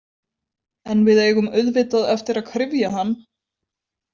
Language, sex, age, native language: Icelandic, female, 20-29, Icelandic